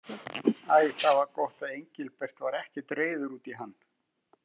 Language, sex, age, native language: Icelandic, male, 50-59, Icelandic